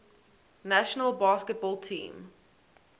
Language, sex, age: English, female, 18